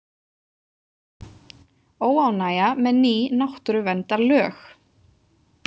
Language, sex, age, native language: Icelandic, female, 20-29, Icelandic